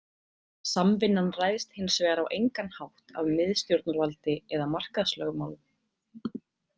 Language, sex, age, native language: Icelandic, female, 20-29, Icelandic